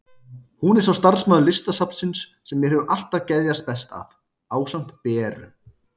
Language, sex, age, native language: Icelandic, male, 30-39, Icelandic